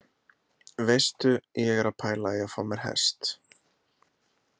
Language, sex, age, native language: Icelandic, male, 20-29, Icelandic